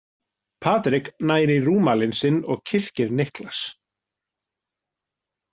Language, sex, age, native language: Icelandic, male, 40-49, Icelandic